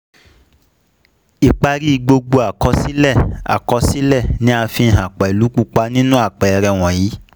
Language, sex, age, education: Yoruba, male, 15-29, secondary